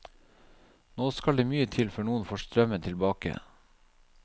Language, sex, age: Norwegian, male, 37